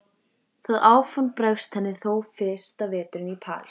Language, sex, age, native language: Icelandic, female, 14, Icelandic